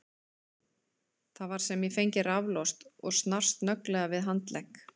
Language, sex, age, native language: Icelandic, female, 30-39, Icelandic